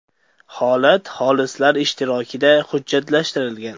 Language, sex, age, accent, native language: Uzbek, male, under 19, Andijon, Uzbek